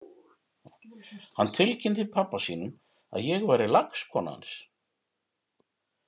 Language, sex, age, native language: Icelandic, male, 50-59, Icelandic